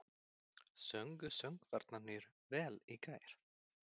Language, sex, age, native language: Icelandic, female, 20-29, Icelandic